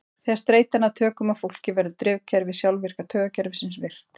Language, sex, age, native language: Icelandic, female, 30-39, Icelandic